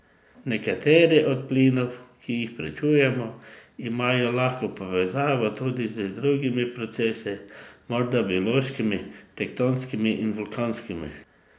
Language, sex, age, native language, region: Slovenian, male, 50-59, Slovenian, Drava region